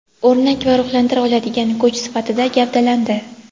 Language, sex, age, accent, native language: Uzbek, female, 18-24, Toshkent shahri, Uzbek